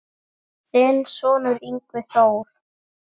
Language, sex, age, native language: Icelandic, male, 10, Icelandic